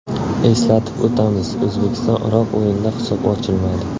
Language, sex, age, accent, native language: Uzbek, male, 18-24, Surxondaryo, Uzbek